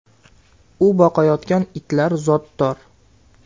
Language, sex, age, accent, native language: Uzbek, male, 18-24, Andijon, Uzbek